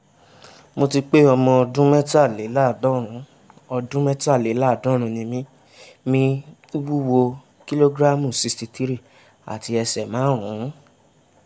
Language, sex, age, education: Yoruba, male, 15-29, tertiary